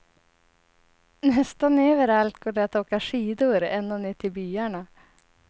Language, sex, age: Swedish, female, 30